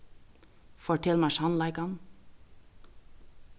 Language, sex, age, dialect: Faroese, female, 36-60, Vágar